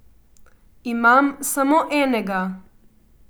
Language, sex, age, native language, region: Slovenian, female, 18-29, Slovenian, Coastal Karst region